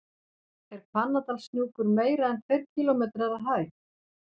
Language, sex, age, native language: Icelandic, female, 40-49, Icelandic